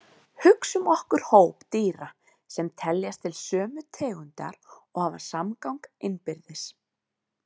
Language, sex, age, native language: Icelandic, female, 20-29, Icelandic